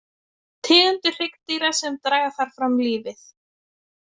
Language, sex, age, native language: Icelandic, female, 20-29, Icelandic